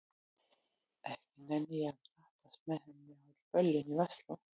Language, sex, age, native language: Icelandic, female, 40-49, Icelandic